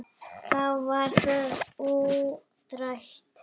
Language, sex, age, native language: Icelandic, female, 8, Icelandic